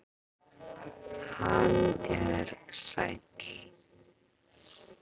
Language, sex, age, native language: Icelandic, female, 40-49, Icelandic